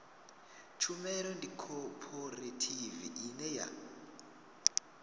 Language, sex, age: Venda, male, 22